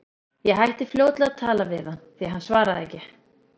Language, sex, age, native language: Icelandic, female, 30-39, Icelandic